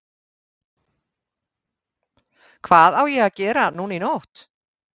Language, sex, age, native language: Icelandic, female, 50-59, Icelandic